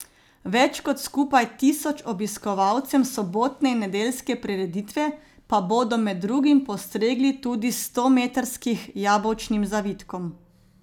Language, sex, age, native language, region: Slovenian, female, 30-49, Slovenian, Zasavska region